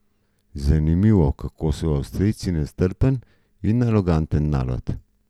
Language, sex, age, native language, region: Slovenian, male, 50-59, Slovenian, Gorenjska region